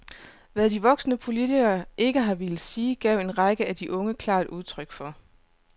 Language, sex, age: Danish, female, 29